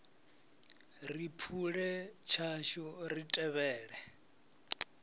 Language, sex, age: Venda, male, 34